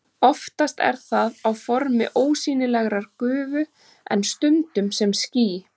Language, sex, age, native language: Icelandic, female, 30-39, Icelandic